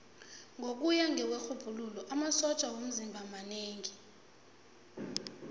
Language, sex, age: South Ndebele, female, 22